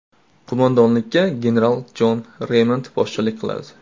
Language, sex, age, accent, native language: Uzbek, male, 18-24, Navoiy, Uzbek